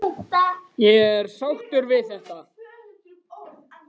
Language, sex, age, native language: Icelandic, other, 18-19, Icelandic